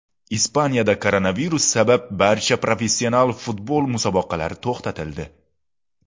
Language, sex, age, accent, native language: Uzbek, male, 19-29, Xorazm, Uzbek